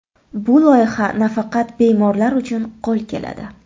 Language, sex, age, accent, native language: Uzbek, female, 25-34, Toshkent shahri, Uzbek